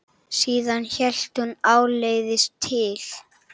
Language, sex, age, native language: Icelandic, male, 8, Icelandic